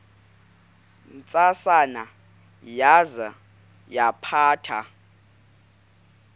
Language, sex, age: Xhosa, male, 18